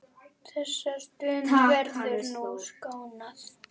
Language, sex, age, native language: Icelandic, male, 9, Icelandic